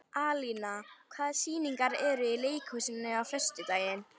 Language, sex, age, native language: Icelandic, female, 11, Icelandic